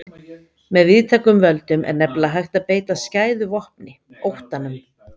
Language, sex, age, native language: Icelandic, female, 50-59, Icelandic